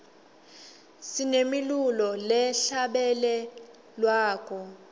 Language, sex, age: Swati, female, 21